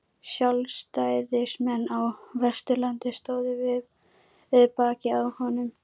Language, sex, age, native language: Icelandic, female, 12, Icelandic